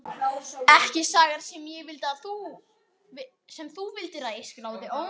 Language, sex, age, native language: Icelandic, male, 12, Icelandic